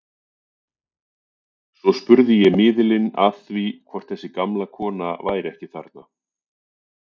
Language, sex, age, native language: Icelandic, male, 40-49, Icelandic